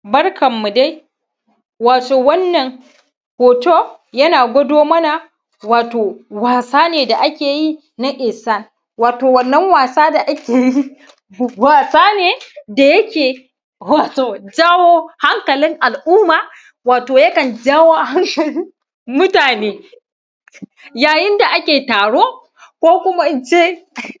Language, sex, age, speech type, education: Hausa, male, 15-29, spontaneous, tertiary